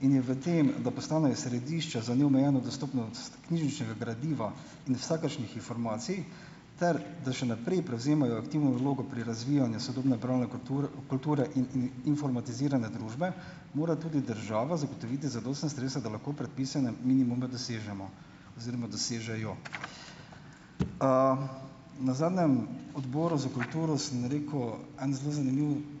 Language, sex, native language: Slovenian, male, Slovenian